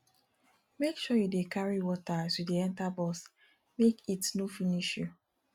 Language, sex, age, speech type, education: Nigerian Pidgin, female, 15-29, spontaneous, tertiary